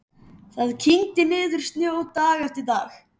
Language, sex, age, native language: Icelandic, male, 11, Icelandic